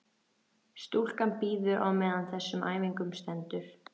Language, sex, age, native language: Icelandic, female, 13, Icelandic